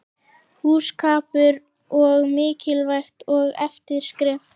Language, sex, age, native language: Icelandic, female, 11, Icelandic